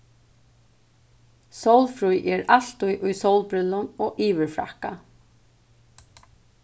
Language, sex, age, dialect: Faroese, female, 15-35, Suðurstreymoy